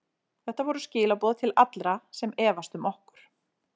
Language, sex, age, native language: Icelandic, female, 40-49, Icelandic